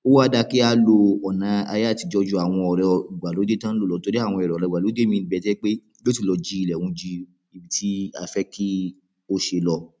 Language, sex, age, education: Yoruba, male, 15-29, primary